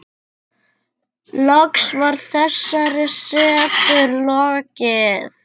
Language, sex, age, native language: Icelandic, female, 8, Icelandic